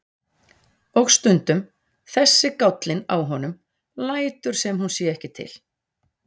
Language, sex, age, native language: Icelandic, female, 40-49, Icelandic